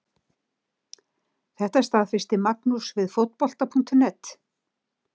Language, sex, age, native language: Icelandic, female, 60-69, Icelandic